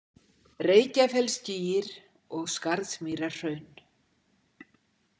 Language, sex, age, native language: Icelandic, female, 60-69, Icelandic